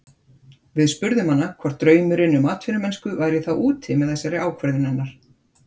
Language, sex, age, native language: Icelandic, female, 50-59, Icelandic